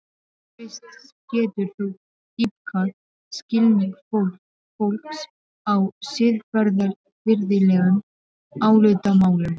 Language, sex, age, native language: Icelandic, female, 12, Serbo-Croatian